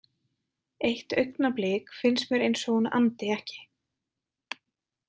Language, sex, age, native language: Icelandic, female, 20-29, Icelandic